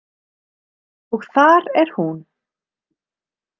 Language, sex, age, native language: Icelandic, female, 30-39, Icelandic